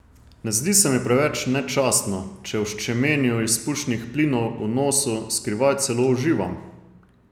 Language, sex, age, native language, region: Slovenian, male, 30-49, Slovenian, Savinja region